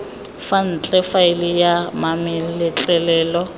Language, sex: Tswana, female